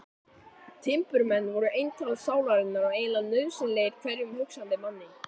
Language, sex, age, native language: Icelandic, male, 14, Icelandic